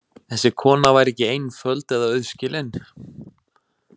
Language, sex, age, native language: Icelandic, male, 20-29, Icelandic